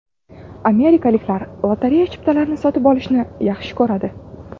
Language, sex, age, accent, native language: Uzbek, female, 18-24, Navoiy, Uzbek